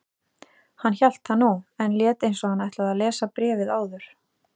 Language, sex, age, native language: Icelandic, female, 30-39, Icelandic